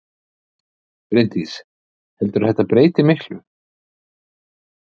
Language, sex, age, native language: Icelandic, male, 50-59, Icelandic